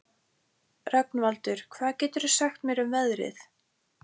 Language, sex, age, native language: Icelandic, female, 14, Icelandic